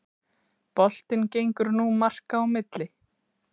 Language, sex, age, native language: Icelandic, female, 30-39, Icelandic